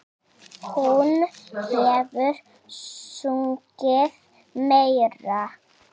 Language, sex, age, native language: Icelandic, female, 7, Icelandic